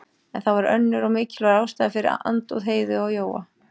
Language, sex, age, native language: Icelandic, female, 40-49, Icelandic